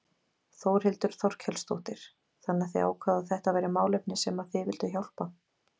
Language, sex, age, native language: Icelandic, female, 20-29, Icelandic